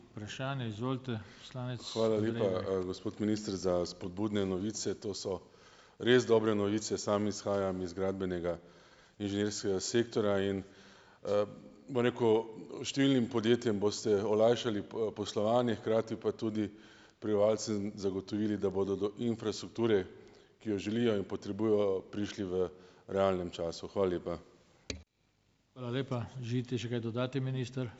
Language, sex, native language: Slovenian, male, Slovenian